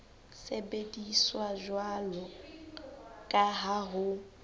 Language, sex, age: Southern Sotho, female, 19